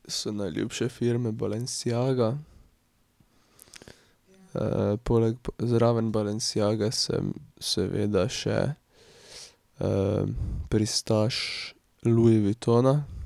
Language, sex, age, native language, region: Slovenian, male, 18-29, Slovenian, Drava region